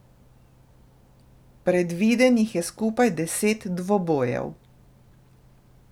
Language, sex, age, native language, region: Slovenian, female, 30-49, Slovenian, Drava region